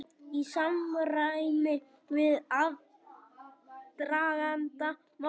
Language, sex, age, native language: Icelandic, male, 18-19, Icelandic